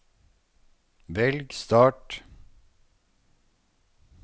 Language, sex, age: Norwegian, male, 48